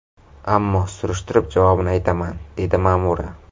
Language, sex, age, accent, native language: Uzbek, male, 18-24, Navoiy, Uzbek